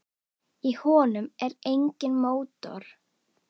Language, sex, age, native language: Icelandic, female, 9, Icelandic